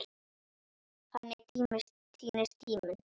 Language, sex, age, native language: Icelandic, male, 9, Icelandic